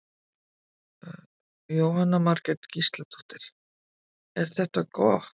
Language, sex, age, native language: Icelandic, female, 50-59, Icelandic